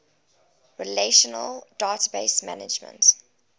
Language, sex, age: English, female, 20